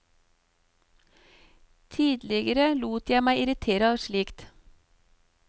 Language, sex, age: Norwegian, female, 38